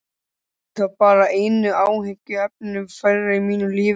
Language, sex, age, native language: Icelandic, male, 13, Icelandic